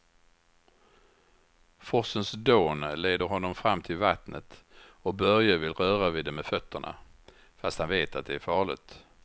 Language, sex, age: Swedish, male, 61